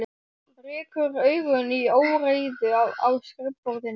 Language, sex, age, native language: Icelandic, female, 12, Icelandic